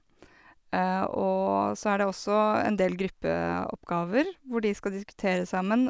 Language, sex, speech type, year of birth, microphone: Norwegian, female, spontaneous, 1986, Sennheiser